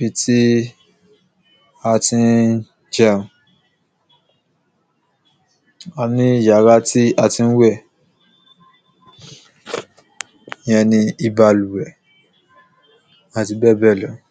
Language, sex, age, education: Yoruba, male, 15-29, secondary